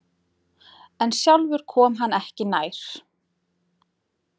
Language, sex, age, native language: Icelandic, female, 30-39, Icelandic